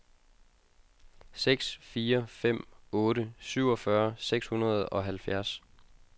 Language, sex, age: Danish, male, 22